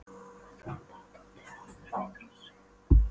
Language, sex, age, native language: Icelandic, female, 12, Polish